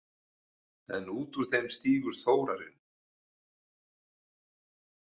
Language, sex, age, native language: Icelandic, male, 40-49, Icelandic